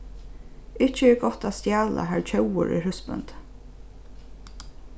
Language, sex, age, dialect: Faroese, female, 15-35, Norðurstreymoy/Eysturoy